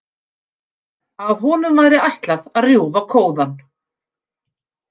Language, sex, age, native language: Icelandic, female, 50-59, Icelandic